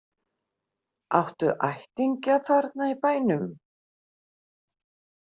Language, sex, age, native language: Icelandic, female, 50-59, Icelandic